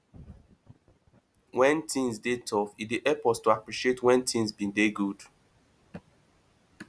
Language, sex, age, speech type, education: Nigerian Pidgin, male, 30-45, spontaneous, tertiary